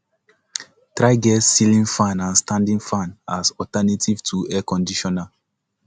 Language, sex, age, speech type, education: Nigerian Pidgin, male, 15-29, spontaneous, tertiary